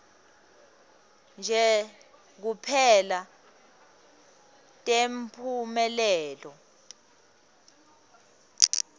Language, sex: Swati, female